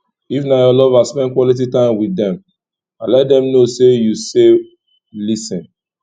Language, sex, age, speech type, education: Nigerian Pidgin, male, 15-29, spontaneous, tertiary